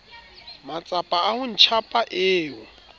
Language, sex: Southern Sotho, male